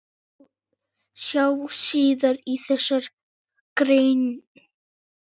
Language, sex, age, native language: Icelandic, male, 9, Icelandic